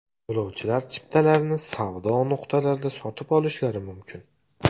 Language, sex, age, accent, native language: Uzbek, male, 18-24, Namangan, Uzbek